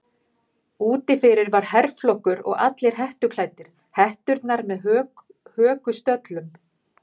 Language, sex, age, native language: Icelandic, female, 50-59, Icelandic